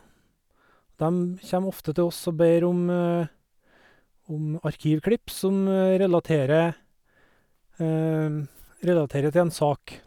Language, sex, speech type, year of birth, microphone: Norwegian, male, spontaneous, 1969, Sennheiser